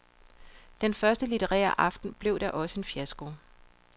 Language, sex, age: Danish, female, 42